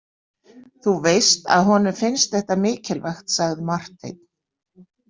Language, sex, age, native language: Icelandic, female, 60-69, Icelandic